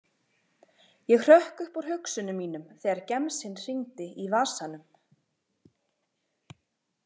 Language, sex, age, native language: Icelandic, female, 20-29, Icelandic